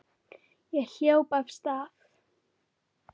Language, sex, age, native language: Icelandic, female, 9, Icelandic